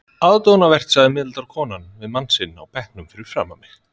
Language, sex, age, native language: Icelandic, male, 30-39, Icelandic